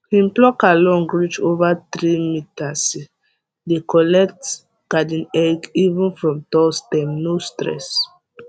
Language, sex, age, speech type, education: Nigerian Pidgin, female, 15-29, spontaneous, tertiary